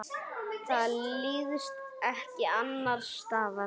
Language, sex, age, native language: Icelandic, male, 8, Icelandic